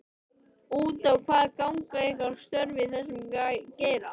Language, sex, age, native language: Icelandic, male, 13, Icelandic